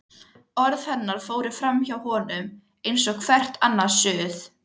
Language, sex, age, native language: Icelandic, female, 13, Icelandic